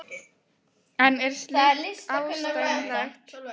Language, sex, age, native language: Icelandic, female, 11, Icelandic